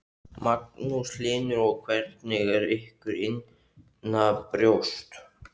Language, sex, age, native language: Icelandic, male, 15, Icelandic